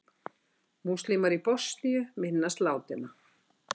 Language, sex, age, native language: Icelandic, female, 60-69, Icelandic